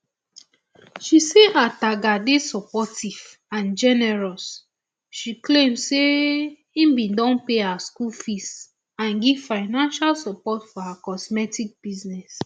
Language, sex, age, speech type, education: Nigerian Pidgin, female, 30-45, spontaneous, tertiary